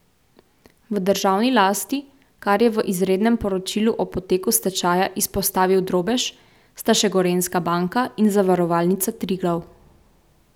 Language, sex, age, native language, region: Slovenian, female, 18-29, Slovenian, Central Slovenia